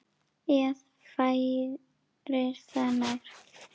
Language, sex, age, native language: Icelandic, female, 9, Icelandic